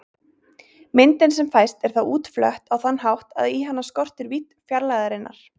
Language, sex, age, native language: Icelandic, female, 20-29, Icelandic